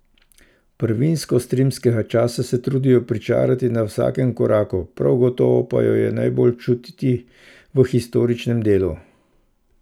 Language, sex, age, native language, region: Slovenian, male, 50-59, Slovenian, Central Slovenia